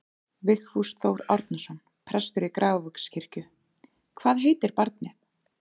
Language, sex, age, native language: Icelandic, female, 30-39, Icelandic